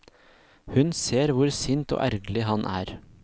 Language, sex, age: Norwegian, male, 26